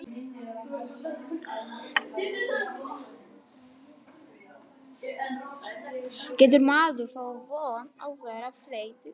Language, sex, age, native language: Icelandic, female, 11, Polish